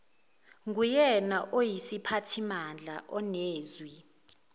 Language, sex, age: Zulu, female, 19